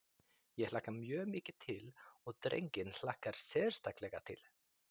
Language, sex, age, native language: Icelandic, male, 30-39, Icelandic